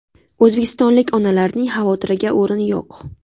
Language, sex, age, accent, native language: Uzbek, female, 18-24, Navoiy, Uzbek